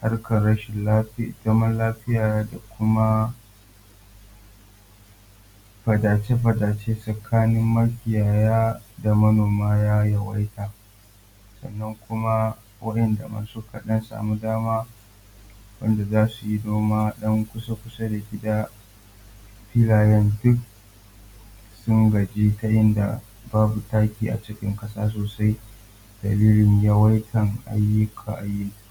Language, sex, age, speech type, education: Hausa, male, 15-29, spontaneous, tertiary